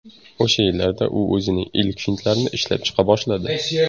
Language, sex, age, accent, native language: Uzbek, male, 18-24, Surxondaryo, Uzbek